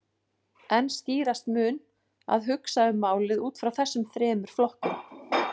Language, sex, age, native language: Icelandic, female, 40-49, Icelandic